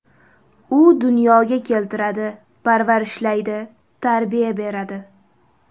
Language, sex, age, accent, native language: Uzbek, female, 18-24, Toshkent shahri, Uzbek